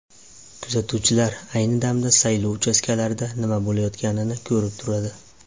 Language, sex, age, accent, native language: Uzbek, male, 18-24, Farg'ona, Uzbek